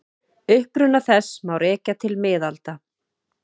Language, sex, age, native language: Icelandic, female, 30-39, Icelandic